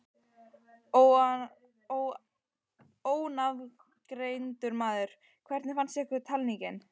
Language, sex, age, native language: Icelandic, female, 12, Icelandic